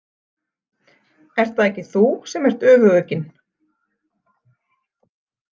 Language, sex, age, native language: Icelandic, female, 40-49, Icelandic